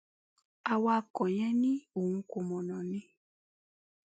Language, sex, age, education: Yoruba, female, 15-29, tertiary